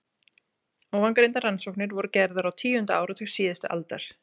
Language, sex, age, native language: Icelandic, female, 30-39, Icelandic